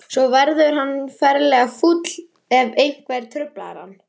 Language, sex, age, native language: Icelandic, male, 11, Icelandic